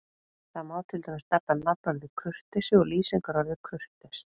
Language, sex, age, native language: Icelandic, female, 40-49, Icelandic